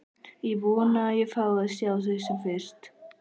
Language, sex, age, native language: Icelandic, female, 11, Icelandic